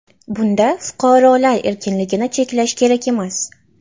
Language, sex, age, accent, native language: Uzbek, female, 18-24, Toshkent shahri, Uzbek